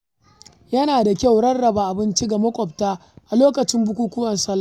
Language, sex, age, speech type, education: Hausa, female, 15-29, read, primary